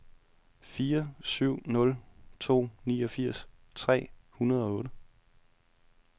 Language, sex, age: Danish, male, 31